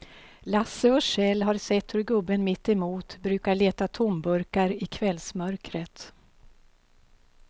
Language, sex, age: Swedish, female, 52